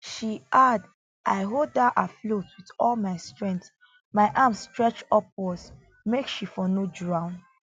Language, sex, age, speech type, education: Nigerian Pidgin, female, 15-29, spontaneous, tertiary